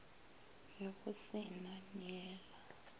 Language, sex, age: Northern Sotho, female, 22